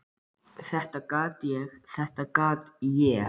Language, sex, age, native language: Icelandic, male, 13, Icelandic